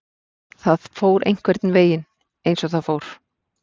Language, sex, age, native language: Icelandic, female, 40-49, Icelandic